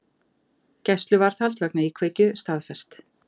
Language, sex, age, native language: Icelandic, female, 50-59, Icelandic